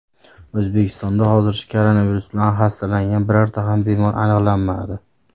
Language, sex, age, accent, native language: Uzbek, male, 30-39, Farg'ona, Uzbek